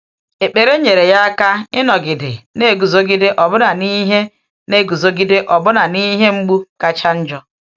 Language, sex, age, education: Igbo, female, 46-60, tertiary